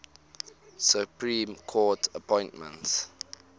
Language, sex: English, male